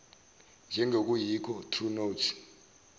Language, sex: Zulu, male